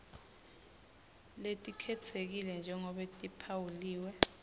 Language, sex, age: Swati, female, 20